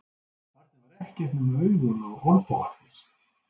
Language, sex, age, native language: Icelandic, male, 60-69, Icelandic